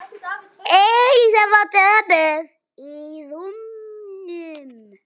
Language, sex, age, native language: Icelandic, male, 10, Icelandic